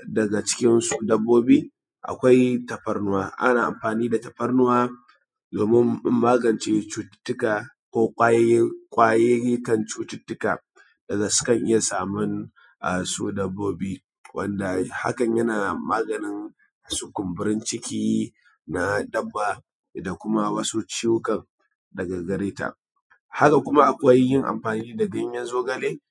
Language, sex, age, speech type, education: Hausa, male, 30-45, spontaneous, tertiary